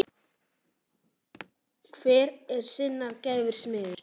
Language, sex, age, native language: Icelandic, male, 10, Icelandic